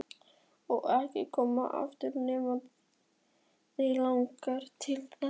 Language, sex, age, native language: Icelandic, male, 12, Icelandic